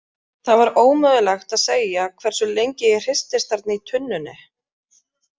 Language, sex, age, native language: Icelandic, female, 30-39, Icelandic